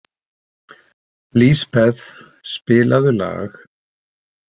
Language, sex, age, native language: Icelandic, male, 60-69, Icelandic